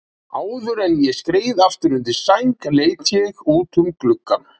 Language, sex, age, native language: Icelandic, male, 40-49, Icelandic